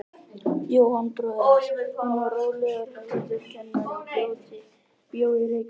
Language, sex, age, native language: Icelandic, male, 18-19, Icelandic